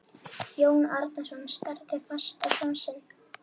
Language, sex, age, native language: Icelandic, female, 11, Icelandic